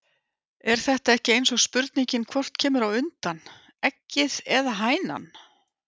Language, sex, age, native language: Icelandic, female, 50-59, Icelandic